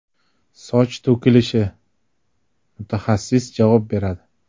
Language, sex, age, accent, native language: Uzbek, male, 25-34, Jizzax, Uzbek